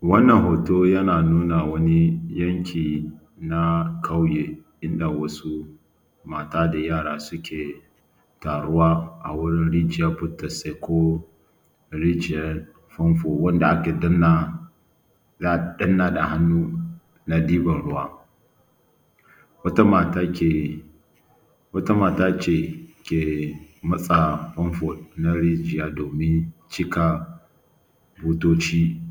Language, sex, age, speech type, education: Hausa, male, 30-45, spontaneous, tertiary